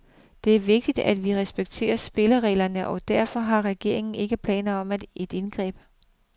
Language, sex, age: Danish, female, 42